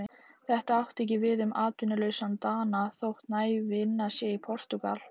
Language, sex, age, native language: Icelandic, female, 18-19, Icelandic